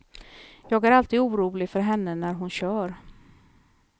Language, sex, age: Swedish, female, 43